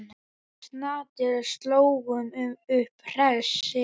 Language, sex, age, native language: Icelandic, male, 10, Icelandic